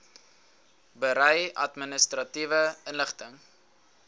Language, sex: Afrikaans, male